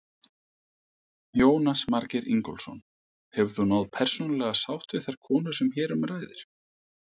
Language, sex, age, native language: Icelandic, male, 50-59, Icelandic